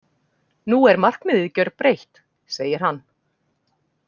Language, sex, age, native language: Icelandic, female, 40-49, Icelandic